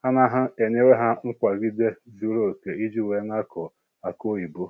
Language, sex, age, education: Igbo, male, 60+, tertiary